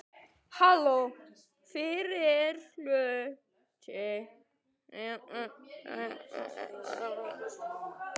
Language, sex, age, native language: Icelandic, other, 18-19, Icelandic